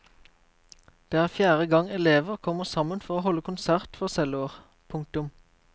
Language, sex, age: Norwegian, male, 23